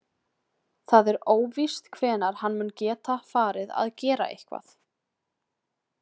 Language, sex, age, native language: Icelandic, female, 20-29, Icelandic